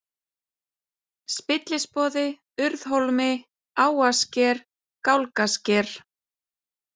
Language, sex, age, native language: Icelandic, female, 30-39, Icelandic